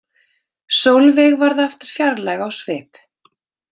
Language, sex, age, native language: Icelandic, female, 30-39, Icelandic